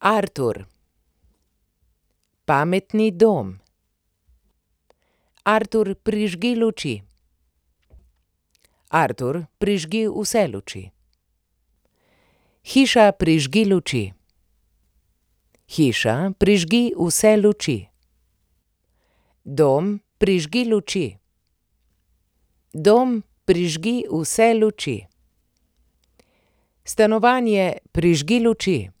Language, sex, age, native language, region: Slovenian, female, 30-49, Slovenian, Primorsko-notranjska region